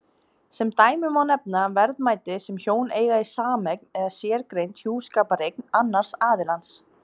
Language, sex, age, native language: Icelandic, female, 20-29, Icelandic